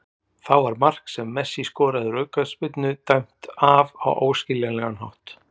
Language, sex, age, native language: Icelandic, male, 40-49, Icelandic